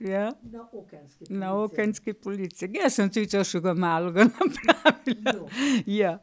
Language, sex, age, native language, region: Slovenian, female, 60+, Slovenian, Pomurje region